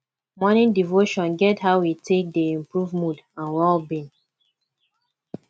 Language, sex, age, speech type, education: Nigerian Pidgin, female, 15-29, spontaneous, tertiary